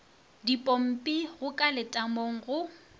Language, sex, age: Northern Sotho, female, 24